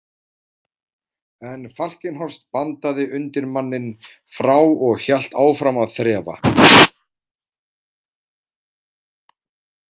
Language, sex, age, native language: Icelandic, male, 40-49, Icelandic